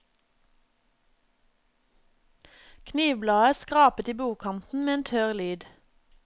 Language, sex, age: Norwegian, female, 27